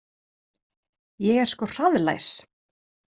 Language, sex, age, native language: Icelandic, female, 30-39, Icelandic